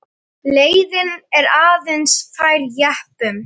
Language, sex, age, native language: Icelandic, female, 9, Icelandic